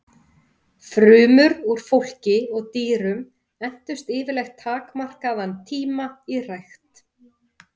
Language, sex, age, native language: Icelandic, female, 30-39, Icelandic